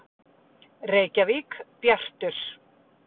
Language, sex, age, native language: Icelandic, female, 50-59, Icelandic